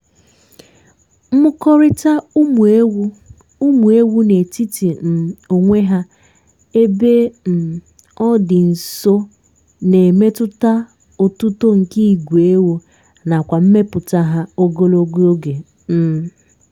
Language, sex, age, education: Igbo, female, 15-29, tertiary